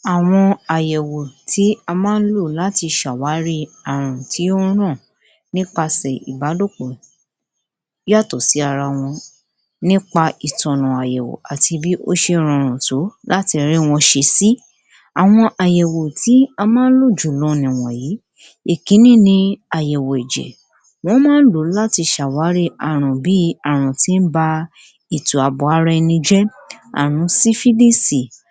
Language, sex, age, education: Yoruba, female, 60+, tertiary